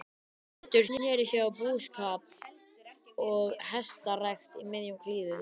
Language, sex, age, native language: Icelandic, other, 12, Icelandic